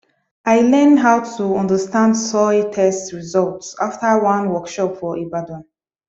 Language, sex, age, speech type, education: Nigerian Pidgin, female, 15-29, spontaneous, tertiary